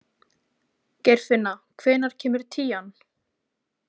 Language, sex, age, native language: Icelandic, female, 20-29, Icelandic